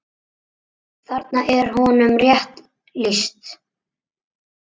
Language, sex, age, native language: Icelandic, male, 9, Icelandic